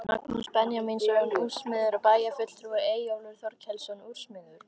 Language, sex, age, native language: Icelandic, female, 13, Icelandic